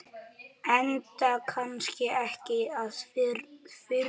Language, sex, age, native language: Icelandic, male, 10, Icelandic